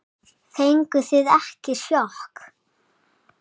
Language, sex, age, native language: Icelandic, female, 7, Icelandic